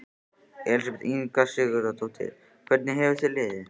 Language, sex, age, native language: Icelandic, female, 14, Icelandic